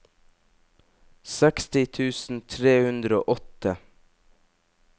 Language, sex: Norwegian, male